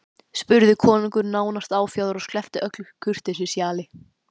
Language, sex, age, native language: Icelandic, male, 12, Icelandic